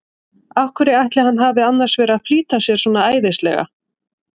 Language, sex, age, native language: Icelandic, female, 30-39, Icelandic